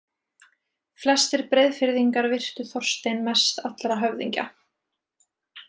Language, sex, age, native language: Icelandic, female, 20-29, Icelandic